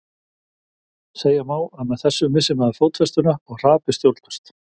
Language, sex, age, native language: Icelandic, male, 50-59, Icelandic